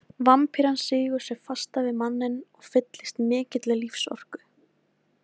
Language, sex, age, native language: Icelandic, female, 18-19, Icelandic